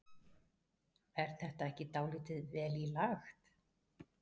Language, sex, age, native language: Icelandic, female, 40-49, Icelandic